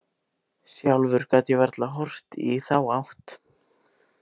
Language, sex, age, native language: Icelandic, male, 18-19, Icelandic